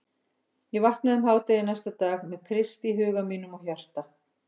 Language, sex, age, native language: Icelandic, female, 50-59, Icelandic